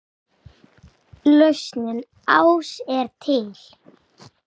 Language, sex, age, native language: Icelandic, female, 6, Icelandic